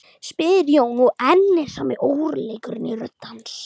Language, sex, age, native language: Icelandic, other, 12, Icelandic